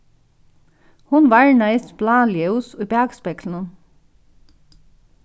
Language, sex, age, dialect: Faroese, female, 36-60, Norðuroyggjar